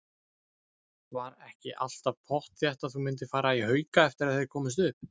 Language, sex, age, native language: Icelandic, male, 20-29, Icelandic